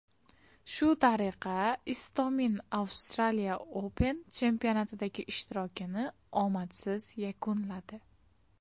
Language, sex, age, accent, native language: Uzbek, female, 19-29, Farg'ona, Uzbek